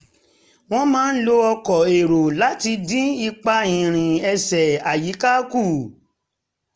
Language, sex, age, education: Yoruba, female, 30-45, tertiary